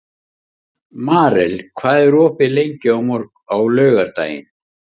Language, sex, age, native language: Icelandic, male, 50-59, Icelandic